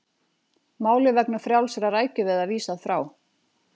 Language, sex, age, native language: Icelandic, female, 40-49, Icelandic